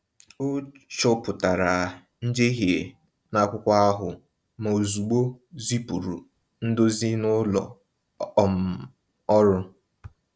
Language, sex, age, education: Igbo, male, 15-29, tertiary